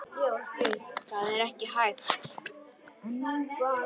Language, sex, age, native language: Icelandic, male, 10, Icelandic